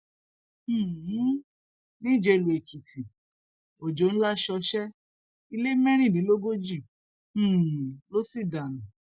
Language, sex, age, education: Yoruba, female, 46-60, tertiary